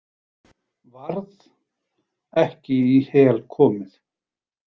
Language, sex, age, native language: Icelandic, male, 40-49, Icelandic